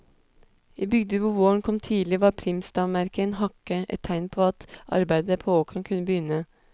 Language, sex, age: Norwegian, female, 26